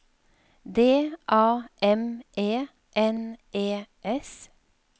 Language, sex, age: Norwegian, female, 52